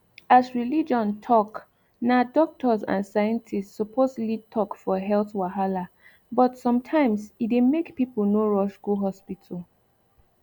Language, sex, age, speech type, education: Nigerian Pidgin, female, 15-29, spontaneous, tertiary